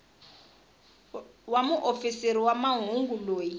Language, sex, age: Tsonga, female, 20